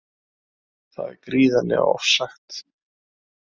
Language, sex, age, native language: Icelandic, male, 30-39, Icelandic